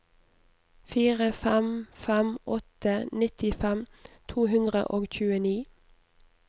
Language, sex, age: Norwegian, female, 29